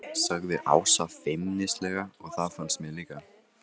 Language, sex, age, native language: Icelandic, male, 15, Icelandic